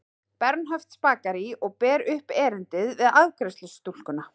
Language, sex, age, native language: Icelandic, female, 30-39, Icelandic